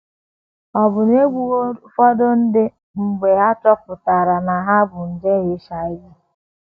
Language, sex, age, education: Igbo, female, 15-29, tertiary